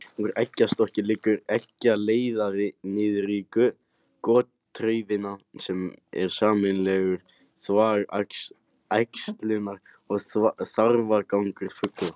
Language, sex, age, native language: Icelandic, male, 18-19, Icelandic